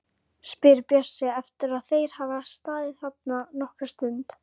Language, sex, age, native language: Icelandic, female, 11, Icelandic